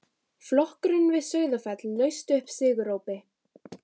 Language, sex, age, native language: Icelandic, female, 15, Icelandic